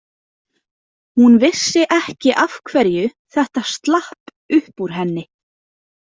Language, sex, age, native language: Icelandic, female, 20-29, Icelandic